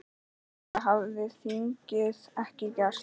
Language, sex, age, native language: Icelandic, male, 10, Icelandic